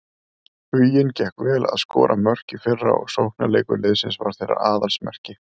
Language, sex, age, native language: Icelandic, male, 30-39, Icelandic